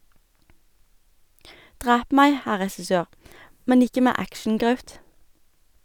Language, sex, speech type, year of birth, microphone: Norwegian, female, read, 1991, Sennheiser